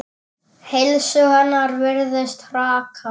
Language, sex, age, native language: Icelandic, male, 10, Icelandic